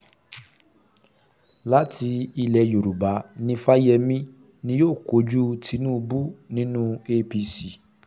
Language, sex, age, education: Yoruba, male, 30-45, secondary